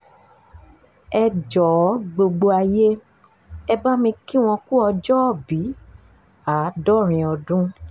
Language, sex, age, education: Yoruba, female, 15-29, tertiary